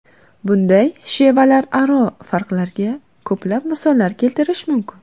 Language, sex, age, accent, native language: Uzbek, female, 19-29, Qashqadaryo, Uzbek